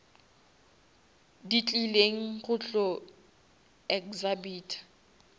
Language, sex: Northern Sotho, female